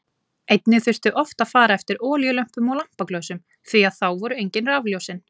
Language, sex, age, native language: Icelandic, female, 20-29, Icelandic